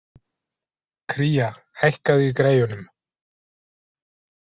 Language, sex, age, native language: Icelandic, male, 40-49, Icelandic